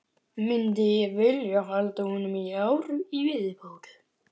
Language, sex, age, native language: Icelandic, male, 12, Icelandic